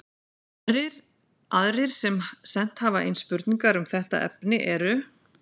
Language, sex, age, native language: Icelandic, female, 40-49, Icelandic